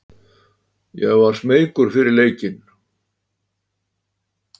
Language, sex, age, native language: Icelandic, male, 80-89, Icelandic